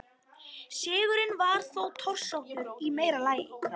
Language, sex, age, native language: Icelandic, female, 50-59, Icelandic